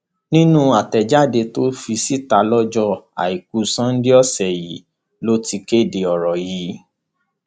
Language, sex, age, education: Yoruba, male, 15-29, tertiary